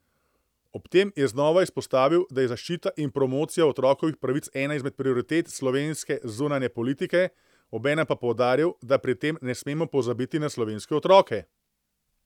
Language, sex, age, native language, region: Slovenian, male, 30-49, Slovenian, Central Slovenia